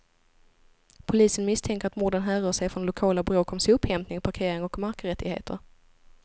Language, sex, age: Swedish, female, 25